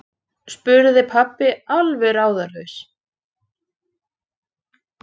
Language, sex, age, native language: Icelandic, female, 30-39, Icelandic